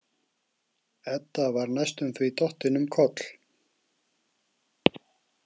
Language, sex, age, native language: Icelandic, male, 40-49, Icelandic